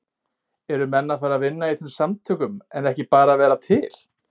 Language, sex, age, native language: Icelandic, male, 18-19, Icelandic